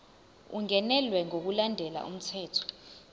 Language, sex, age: Zulu, female, 20